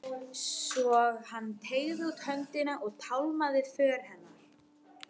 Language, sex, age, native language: Icelandic, female, 12, Icelandic